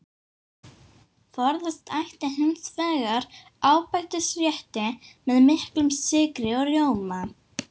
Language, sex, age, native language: Icelandic, female, 18-19, English